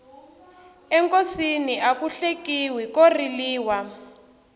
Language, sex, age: Tsonga, female, 18